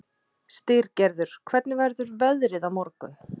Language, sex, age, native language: Icelandic, female, 30-39, Icelandic